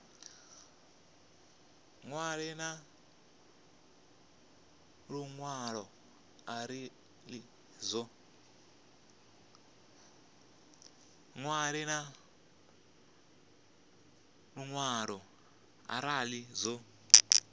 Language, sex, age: Venda, male, 25